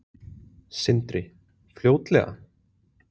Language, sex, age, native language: Icelandic, male, 20-29, Icelandic